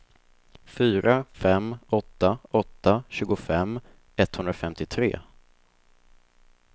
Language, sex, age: Swedish, male, 24